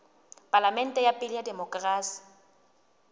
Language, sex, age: Southern Sotho, female, 20